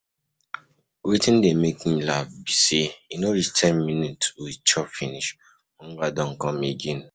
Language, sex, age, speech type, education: Nigerian Pidgin, male, 15-29, spontaneous, tertiary